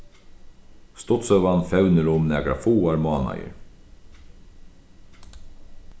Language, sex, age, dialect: Faroese, male, 36-60, Sandoy